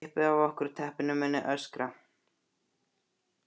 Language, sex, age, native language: Icelandic, male, 12, Icelandic